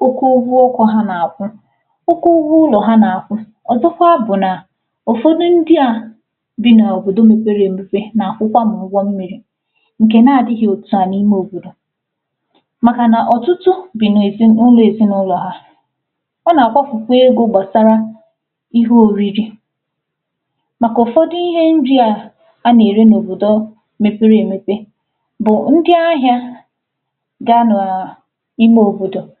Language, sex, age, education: Igbo, female, 15-29, tertiary